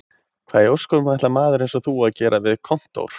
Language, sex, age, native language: Icelandic, male, 20-29, Icelandic